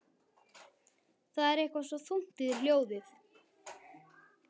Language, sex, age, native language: Icelandic, male, 12, Icelandic